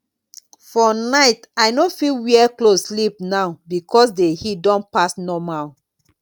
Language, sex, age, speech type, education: Nigerian Pidgin, female, 30-45, spontaneous, tertiary